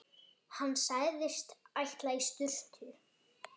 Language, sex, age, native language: Icelandic, female, 7, Icelandic